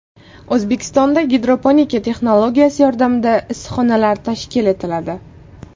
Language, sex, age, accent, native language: Uzbek, female, 18-24, Toshkent shahri, Uzbek